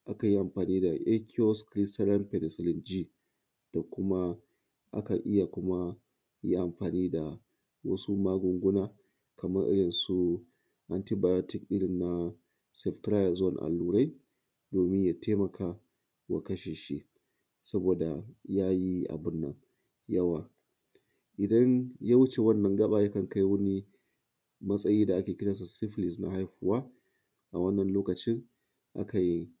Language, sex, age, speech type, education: Hausa, male, 30-45, spontaneous, tertiary